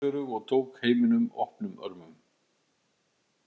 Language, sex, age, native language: Icelandic, male, 50-59, Icelandic